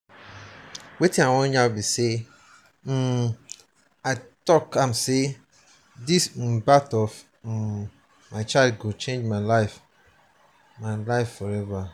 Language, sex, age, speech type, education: Nigerian Pidgin, male, 30-45, spontaneous, tertiary